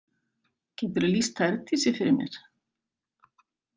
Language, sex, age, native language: Icelandic, female, 50-59, Icelandic